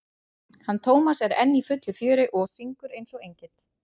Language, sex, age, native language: Icelandic, female, 40-49, Icelandic